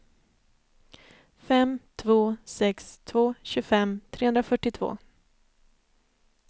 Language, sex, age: Swedish, female, 29